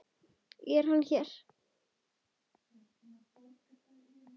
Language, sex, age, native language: Icelandic, female, 10, Icelandic